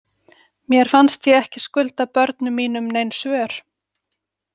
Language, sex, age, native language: Icelandic, female, 40-49, Icelandic